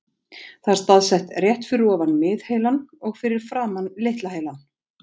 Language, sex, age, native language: Icelandic, female, 40-49, Icelandic